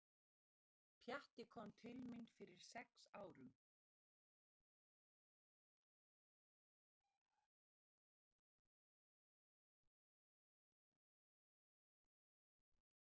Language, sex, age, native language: Icelandic, female, 60-69, Icelandic